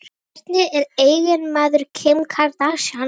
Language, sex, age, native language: Icelandic, female, 18-19, Icelandic